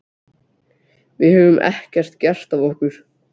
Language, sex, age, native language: Icelandic, other, 12, Icelandic